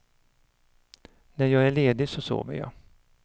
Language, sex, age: Swedish, male, 59